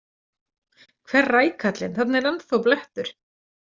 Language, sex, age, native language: Icelandic, female, 40-49, Icelandic